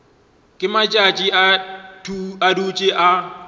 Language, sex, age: Northern Sotho, male, 23